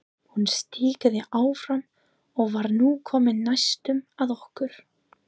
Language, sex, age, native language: Icelandic, female, 30-39, English